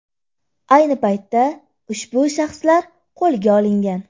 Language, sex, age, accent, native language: Uzbek, female, 18-24, Andijon, Uzbek